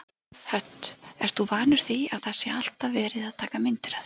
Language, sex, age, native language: Icelandic, female, 40-49, Icelandic